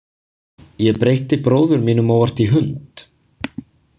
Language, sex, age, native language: Icelandic, male, 20-29, Icelandic